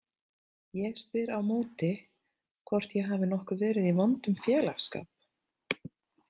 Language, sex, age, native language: Icelandic, female, 30-39, Icelandic